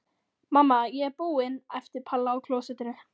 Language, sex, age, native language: Icelandic, female, 14, Icelandic